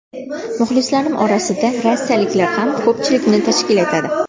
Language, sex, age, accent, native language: Uzbek, female, 19-29, Farg'ona, Uzbek